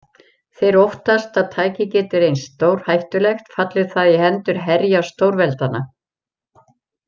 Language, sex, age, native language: Icelandic, female, 70-79, Icelandic